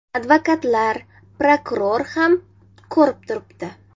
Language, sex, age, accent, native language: Uzbek, female, 19-29, Jizzax, Uzbek